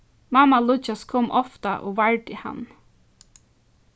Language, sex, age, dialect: Faroese, female, 15-35, Norðurstreymoy/Eysturoy